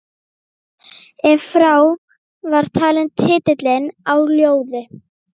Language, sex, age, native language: Icelandic, female, 12, Icelandic